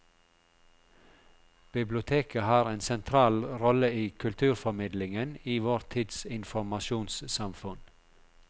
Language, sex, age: Norwegian, male, 42